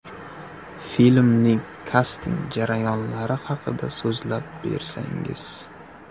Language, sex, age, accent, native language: Uzbek, male, 18-24, Toshkent viloyati, Uzbek